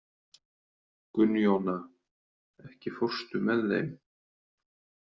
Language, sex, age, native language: Icelandic, male, 30-39, Icelandic